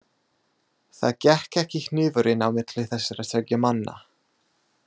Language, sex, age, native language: Icelandic, male, 30-39, English